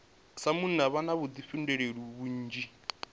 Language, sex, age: Venda, male, 25